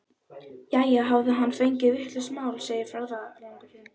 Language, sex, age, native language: Icelandic, female, 12, Icelandic